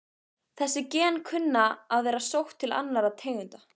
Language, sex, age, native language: Icelandic, female, 15, Icelandic